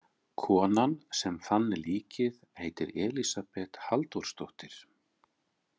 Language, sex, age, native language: Icelandic, male, 40-49, Icelandic